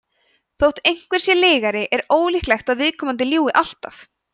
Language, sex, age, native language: Icelandic, female, 20-29, Icelandic